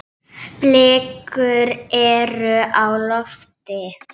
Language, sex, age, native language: Icelandic, female, 7, Icelandic